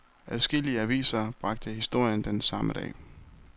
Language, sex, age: Danish, male, 23